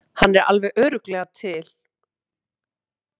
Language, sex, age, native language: Icelandic, female, 30-39, Icelandic